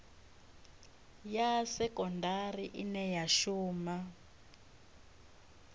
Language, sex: Venda, female